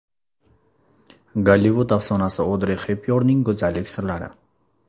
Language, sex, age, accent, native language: Uzbek, male, 18-24, Surxondaryo, Uzbek